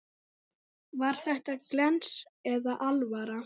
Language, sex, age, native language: Icelandic, female, 9, Icelandic